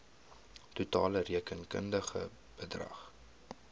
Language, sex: Afrikaans, male